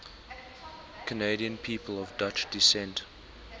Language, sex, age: English, male, 19